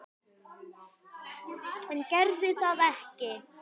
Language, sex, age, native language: Icelandic, male, 10, Icelandic